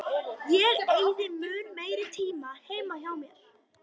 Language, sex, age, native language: Icelandic, female, 50-59, Icelandic